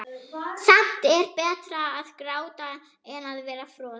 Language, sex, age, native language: Icelandic, female, 11, German